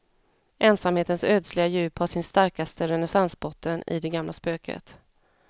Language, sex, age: Swedish, female, 34